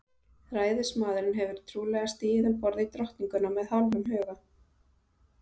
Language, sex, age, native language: Icelandic, female, 30-39, Icelandic